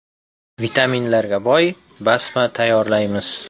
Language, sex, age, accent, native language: Uzbek, male, 25-34, Toshkent viloyati, Uzbek